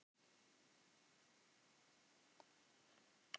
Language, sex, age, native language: Icelandic, female, 60-69, Icelandic